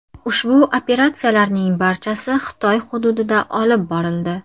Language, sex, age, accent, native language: Uzbek, female, 25-34, Toshkent shahri, Uzbek